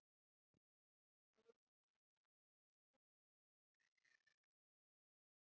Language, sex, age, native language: Icelandic, female, 9, Icelandic